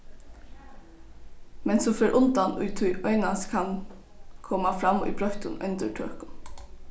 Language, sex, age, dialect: Faroese, female, 15-35, Norðurstreymoy/Eysturoy